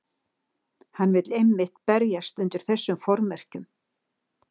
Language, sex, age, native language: Icelandic, female, 60-69, Icelandic